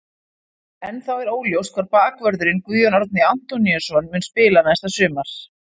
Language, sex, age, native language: Icelandic, female, 40-49, Icelandic